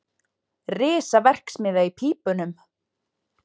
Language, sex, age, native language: Icelandic, female, 20-29, Icelandic